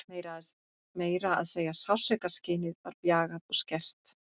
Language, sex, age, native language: Icelandic, female, 50-59, Icelandic